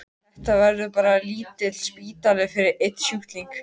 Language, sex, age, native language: Icelandic, male, 12, Icelandic